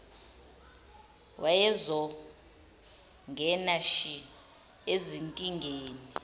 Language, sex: Zulu, female